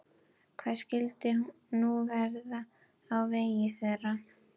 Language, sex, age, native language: Icelandic, female, 12, Icelandic